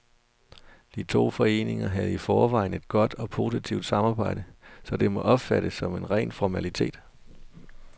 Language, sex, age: Danish, male, 32